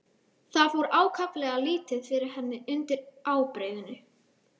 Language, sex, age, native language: Icelandic, female, 12, Icelandic